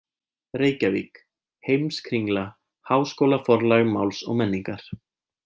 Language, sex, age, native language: Icelandic, male, 20-29, Icelandic